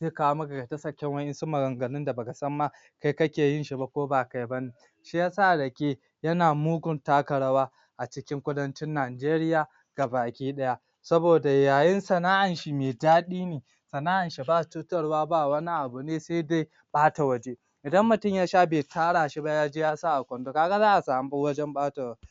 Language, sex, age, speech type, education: Hausa, male, 46-60, spontaneous, tertiary